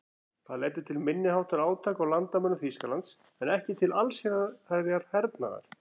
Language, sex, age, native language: Icelandic, female, 40-49, Icelandic